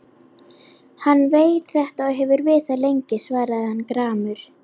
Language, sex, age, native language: Icelandic, female, 11, Icelandic